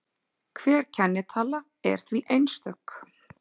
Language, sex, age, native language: Icelandic, female, 40-49, Icelandic